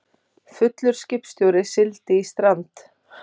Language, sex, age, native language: Icelandic, female, 30-39, Icelandic